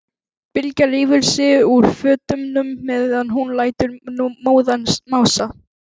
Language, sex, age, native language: Icelandic, female, 11, Icelandic